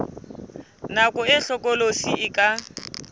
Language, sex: Southern Sotho, female